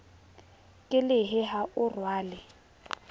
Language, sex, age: Southern Sotho, female, 22